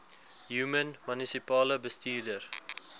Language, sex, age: Afrikaans, male, 19